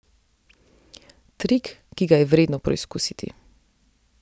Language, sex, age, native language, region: Slovenian, female, 30-49, Slovenian, Central Slovenia